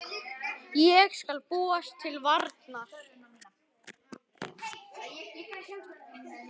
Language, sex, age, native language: Icelandic, male, 10, Icelandic